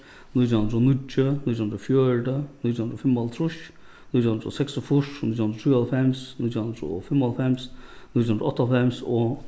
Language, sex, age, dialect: Faroese, male, 36-60, Norðuroyggjar